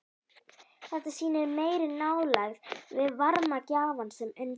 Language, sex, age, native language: Icelandic, female, 11, Icelandic